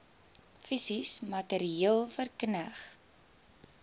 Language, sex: Afrikaans, female